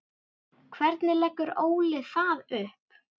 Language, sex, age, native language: Icelandic, female, 10, Icelandic